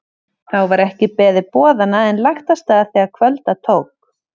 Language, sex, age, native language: Icelandic, female, 30-39, Icelandic